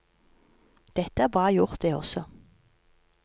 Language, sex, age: Norwegian, female, 53